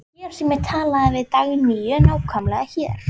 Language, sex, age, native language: Icelandic, female, 11, Icelandic